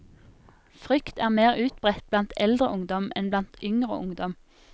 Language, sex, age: Norwegian, female, 24